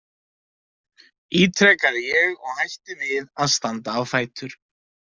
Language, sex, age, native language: Icelandic, male, 20-29, Icelandic